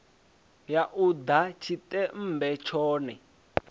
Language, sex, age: Venda, male, 20